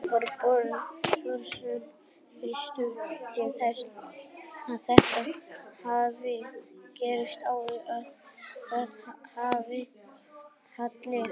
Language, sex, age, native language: Icelandic, male, 18-19, Icelandic